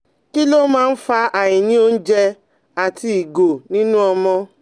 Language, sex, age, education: Yoruba, female, 30-45, tertiary